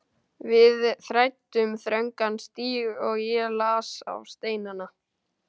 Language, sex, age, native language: Icelandic, male, 12, Icelandic